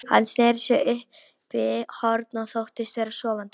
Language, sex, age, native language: Icelandic, female, 18-19, Polish